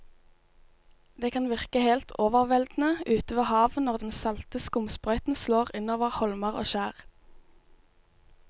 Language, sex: Norwegian, female